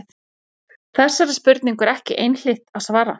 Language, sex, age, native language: Icelandic, female, 40-49, Icelandic